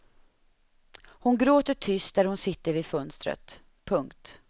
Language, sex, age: Swedish, female, 31